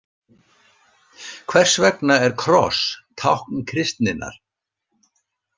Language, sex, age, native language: Icelandic, male, 60-69, Icelandic